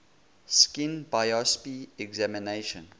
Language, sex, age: English, male, 20